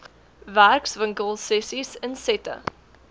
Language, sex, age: Afrikaans, female, 18